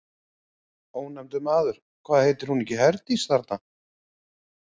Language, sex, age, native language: Icelandic, male, 40-49, Icelandic